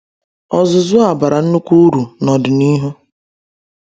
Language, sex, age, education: Igbo, female, 30-45, secondary